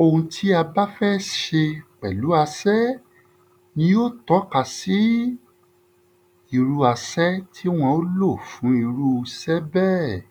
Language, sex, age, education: Yoruba, male, 30-45, tertiary